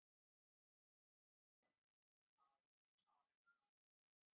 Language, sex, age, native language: Icelandic, female, 30-39, Icelandic